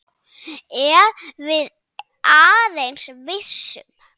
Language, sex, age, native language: Icelandic, male, 7, Icelandic